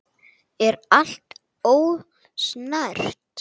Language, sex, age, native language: Icelandic, male, 8, Icelandic